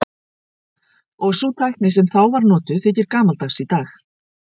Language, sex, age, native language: Icelandic, female, 50-59, Icelandic